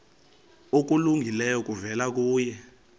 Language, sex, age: Xhosa, male, 22